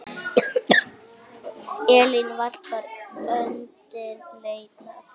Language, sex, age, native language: Icelandic, female, 8, Icelandic